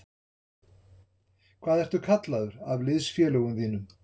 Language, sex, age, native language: Icelandic, male, 60-69, Icelandic